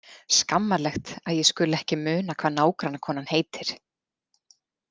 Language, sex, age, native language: Icelandic, female, 40-49, Icelandic